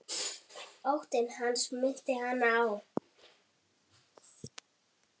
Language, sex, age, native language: Icelandic, female, 8, Icelandic